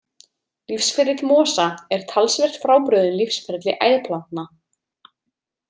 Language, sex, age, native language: Icelandic, female, 30-39, Icelandic